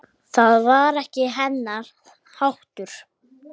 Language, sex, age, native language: Icelandic, male, 8, Icelandic